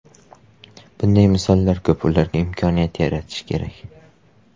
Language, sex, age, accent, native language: Uzbek, male, 18-24, Qashqadaryo, Uzbek